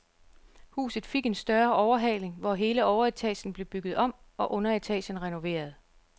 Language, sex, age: Danish, female, 34